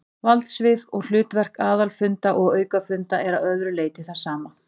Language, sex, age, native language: Icelandic, female, 40-49, Icelandic